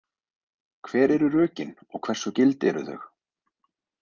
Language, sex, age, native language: Icelandic, male, 20-29, Icelandic